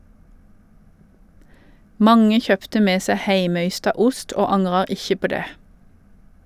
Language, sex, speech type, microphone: Norwegian, female, read, Shure